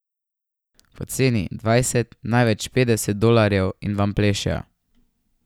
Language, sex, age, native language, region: Slovenian, male, 12-17, Slovenian, Savinja region